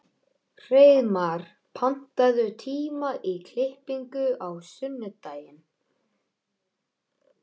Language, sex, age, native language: Icelandic, male, 13, Icelandic